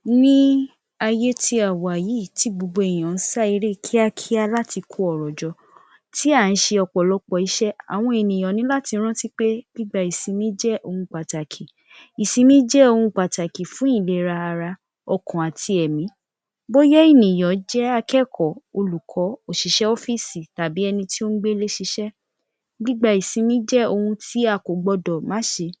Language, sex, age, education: Yoruba, female, 15-29, tertiary